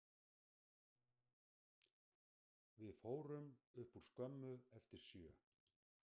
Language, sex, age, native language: Icelandic, female, 60-69, Icelandic